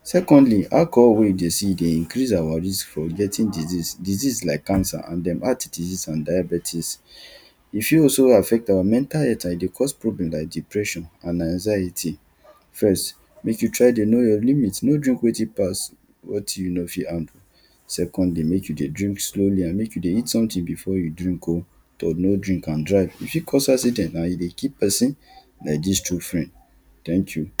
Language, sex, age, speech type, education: Nigerian Pidgin, male, 30-45, spontaneous, tertiary